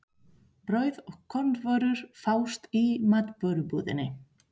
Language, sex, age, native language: Icelandic, female, 30-39, Spanish